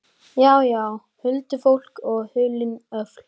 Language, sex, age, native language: Icelandic, male, 12, Icelandic